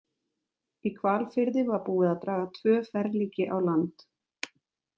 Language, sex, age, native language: Icelandic, female, 30-39, Icelandic